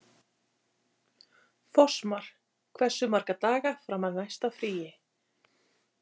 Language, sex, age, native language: Icelandic, female, 30-39, Icelandic